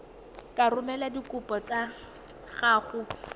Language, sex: Tswana, female